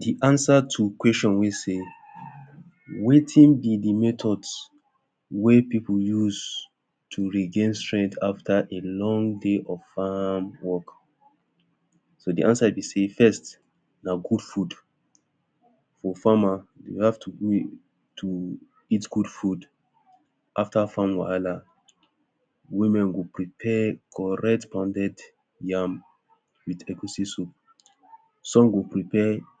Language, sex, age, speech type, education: Nigerian Pidgin, male, 30-45, spontaneous, tertiary